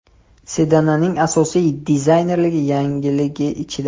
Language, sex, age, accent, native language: Uzbek, male, 18-24, Toshkent shahri, Uzbek